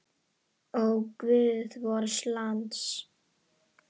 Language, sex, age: Icelandic, female, 10